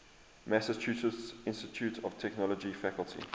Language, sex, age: English, male, 23